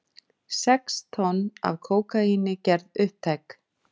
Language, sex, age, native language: Icelandic, female, 40-49, Icelandic